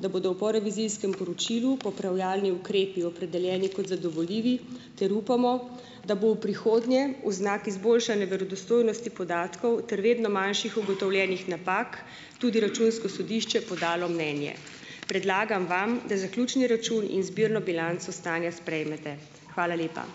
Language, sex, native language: Slovenian, female, Slovenian